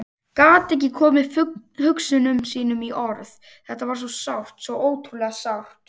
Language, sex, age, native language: Icelandic, male, 18-19, Icelandic